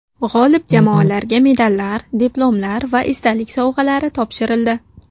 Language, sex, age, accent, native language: Uzbek, female, 19-29, Navoiy, Uzbek